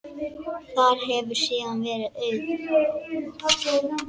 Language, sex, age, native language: Icelandic, male, 10, Icelandic